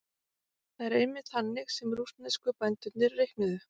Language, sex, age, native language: Icelandic, female, 40-49, Icelandic